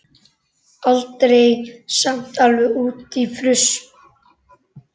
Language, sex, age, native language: Icelandic, male, 11, Icelandic